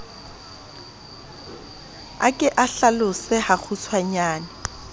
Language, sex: Southern Sotho, female